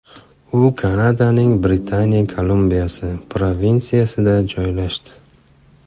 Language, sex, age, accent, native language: Uzbek, male, 25-34, Farg'ona, Uzbek